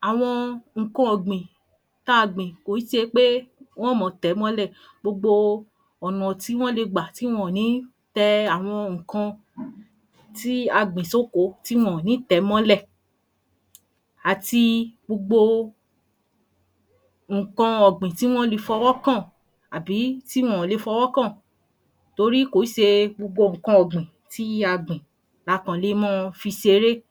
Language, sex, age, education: Yoruba, female, 30-45, tertiary